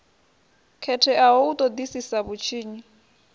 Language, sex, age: Venda, female, 21